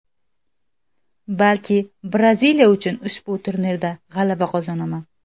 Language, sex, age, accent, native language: Uzbek, female, 19-29, Xorazm, Uzbek